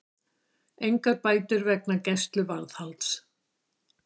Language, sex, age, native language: Icelandic, female, 60-69, Icelandic